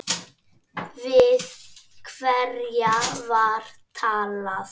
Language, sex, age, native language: Icelandic, male, 10, Icelandic